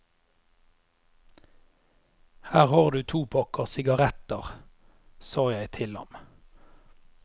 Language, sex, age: Norwegian, male, 30